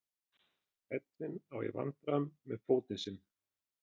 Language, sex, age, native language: Icelandic, male, 30-39, Icelandic